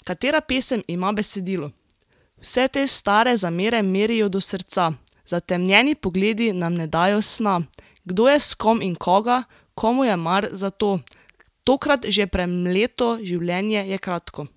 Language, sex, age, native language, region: Slovenian, female, 18-29, Slovenian, Drava region